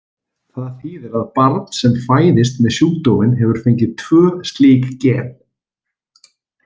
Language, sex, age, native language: Icelandic, male, 40-49, Icelandic